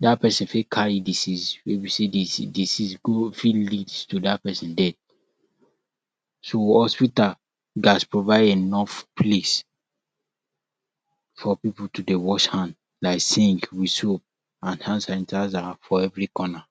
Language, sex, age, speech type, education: Nigerian Pidgin, male, 46-60, spontaneous, tertiary